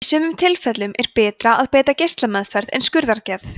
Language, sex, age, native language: Icelandic, female, 20-29, Icelandic